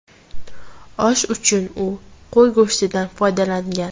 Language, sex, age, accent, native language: Uzbek, female, 18-24, Toshkent viloyati, Uzbek